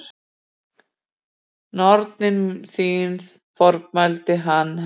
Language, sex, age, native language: Icelandic, female, 40-49, Icelandic